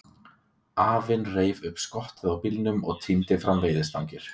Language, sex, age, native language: Icelandic, male, 20-29, Icelandic